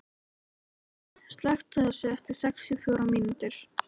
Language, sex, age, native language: Icelandic, female, 13, Icelandic